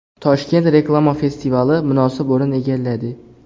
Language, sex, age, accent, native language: Uzbek, male, 18-24, Xorazm, Uzbek